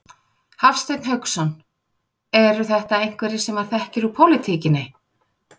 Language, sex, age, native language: Icelandic, female, 40-49, Icelandic